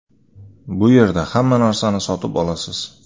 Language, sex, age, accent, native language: Uzbek, male, 25-34, Sirdaryo, Uzbek